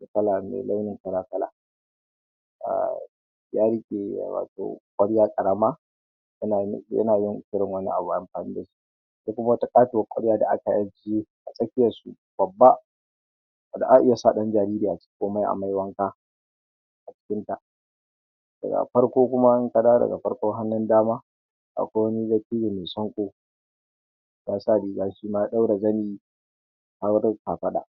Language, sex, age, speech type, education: Hausa, male, 15-29, spontaneous, tertiary